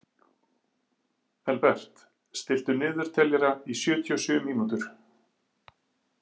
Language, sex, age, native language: Icelandic, male, 40-49, Icelandic